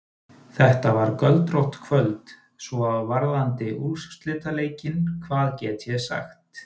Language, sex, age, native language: Icelandic, male, 30-39, Icelandic